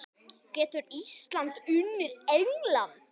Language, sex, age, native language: Icelandic, male, 10, Icelandic